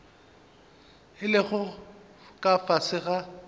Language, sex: Northern Sotho, male